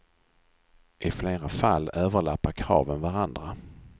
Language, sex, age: Swedish, male, 42